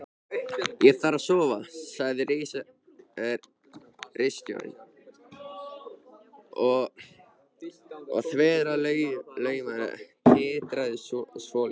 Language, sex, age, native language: Icelandic, male, 13, Icelandic